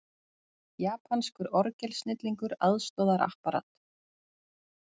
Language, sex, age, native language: Icelandic, female, 40-49, Icelandic